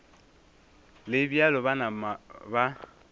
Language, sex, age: Northern Sotho, male, 24